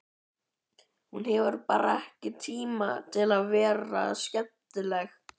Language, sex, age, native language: Icelandic, male, 11, Icelandic